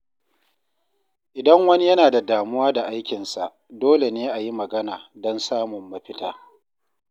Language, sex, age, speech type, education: Hausa, male, 30-45, read, tertiary